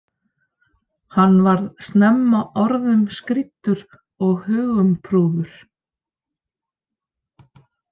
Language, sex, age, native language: Icelandic, female, 50-59, Icelandic